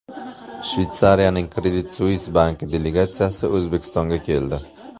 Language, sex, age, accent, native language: Uzbek, male, 25-34, Surxondaryo, Uzbek